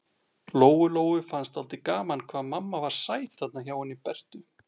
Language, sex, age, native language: Icelandic, male, 40-49, Icelandic